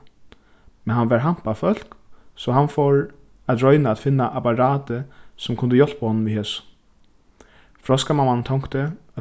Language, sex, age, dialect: Faroese, male, 15-35, Suðurstreymoy